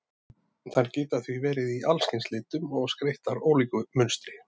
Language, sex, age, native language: Icelandic, male, 30-39, Icelandic